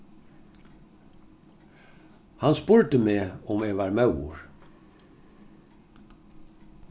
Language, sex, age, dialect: Faroese, male, 61+, Norðurstreymoy/Eysturoy